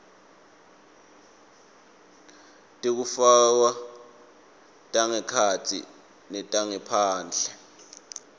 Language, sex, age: Swati, male, 24